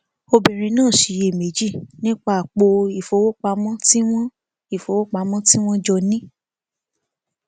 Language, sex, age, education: Yoruba, female, 15-29, tertiary